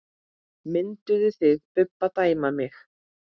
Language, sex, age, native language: Icelandic, female, 8, Icelandic